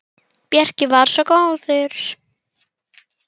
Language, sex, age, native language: Icelandic, male, 10, Icelandic